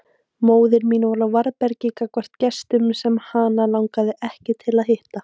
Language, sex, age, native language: Icelandic, female, 18-19, Icelandic